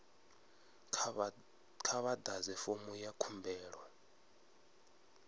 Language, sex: Venda, male